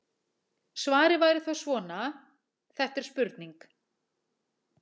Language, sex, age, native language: Icelandic, female, 40-49, Icelandic